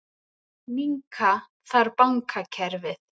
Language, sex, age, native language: Icelandic, female, 30-39, Icelandic